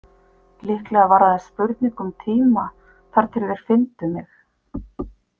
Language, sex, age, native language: Icelandic, female, 50-59, Icelandic